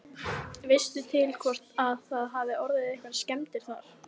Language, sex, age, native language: Icelandic, female, 15, Icelandic